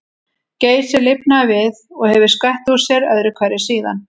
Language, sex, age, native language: Icelandic, female, 40-49, Icelandic